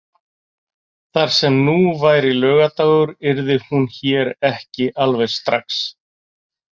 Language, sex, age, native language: Icelandic, male, 40-49, Icelandic